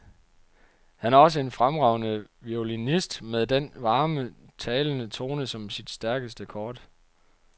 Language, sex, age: Danish, male, 30